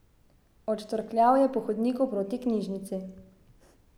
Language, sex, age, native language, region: Slovenian, female, 18-29, Slovenian, Savinja region